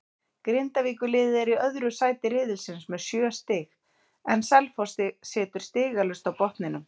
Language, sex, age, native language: Icelandic, female, 30-39, Icelandic